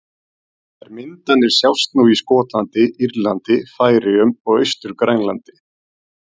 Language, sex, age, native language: Icelandic, male, 40-49, Icelandic